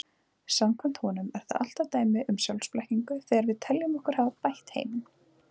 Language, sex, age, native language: Icelandic, female, 20-29, Icelandic